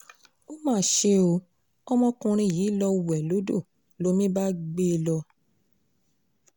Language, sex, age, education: Yoruba, female, 15-29, secondary